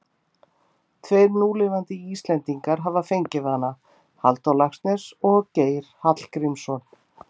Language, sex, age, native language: Icelandic, female, 50-59, Icelandic